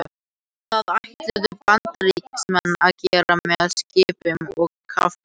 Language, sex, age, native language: Icelandic, other, 18-19, Icelandic